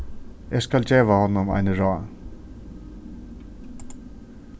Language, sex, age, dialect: Faroese, male, 36-60, Suðurstreymoy